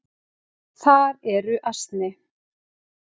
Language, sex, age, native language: Icelandic, female, 40-49, Icelandic